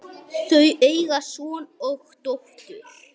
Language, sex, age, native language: Icelandic, male, 9, Icelandic